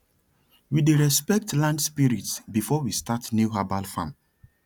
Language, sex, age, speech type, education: Nigerian Pidgin, male, 30-45, spontaneous, tertiary